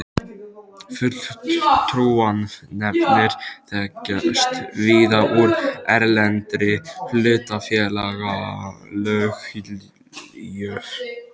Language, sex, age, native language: Icelandic, male, 12, Icelandic